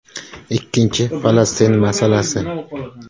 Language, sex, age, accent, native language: Uzbek, male, 18-24, Qashqadaryo, Uzbek